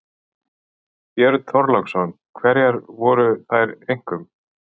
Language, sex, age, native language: Icelandic, male, 40-49, Icelandic